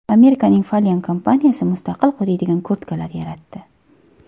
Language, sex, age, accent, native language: Uzbek, female, 19-29, Qashqadaryo, Uzbek